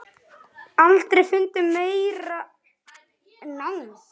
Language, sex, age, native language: Icelandic, male, 10, Icelandic